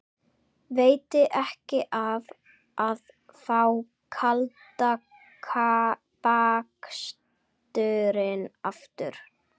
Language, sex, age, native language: Icelandic, other, 11, Icelandic